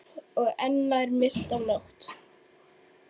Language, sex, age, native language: Icelandic, female, 12, Icelandic